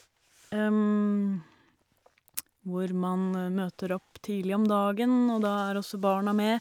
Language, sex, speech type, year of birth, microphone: Norwegian, female, spontaneous, 1971, Shure